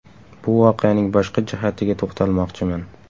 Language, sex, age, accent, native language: Uzbek, male, 18-24, Samarqand, Uzbek